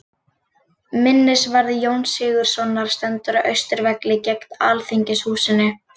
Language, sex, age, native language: Icelandic, female, 40-49, Icelandic